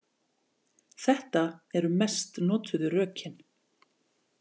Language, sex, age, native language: Icelandic, female, 40-49, Icelandic